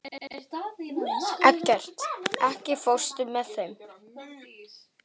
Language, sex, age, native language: Icelandic, male, 12, Icelandic